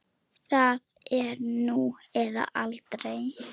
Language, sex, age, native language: Icelandic, female, 9, Icelandic